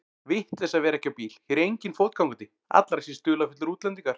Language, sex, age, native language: Icelandic, male, 40-49, Icelandic